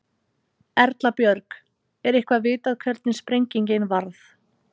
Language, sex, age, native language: Icelandic, female, 30-39, Icelandic